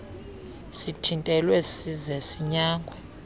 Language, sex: Xhosa, female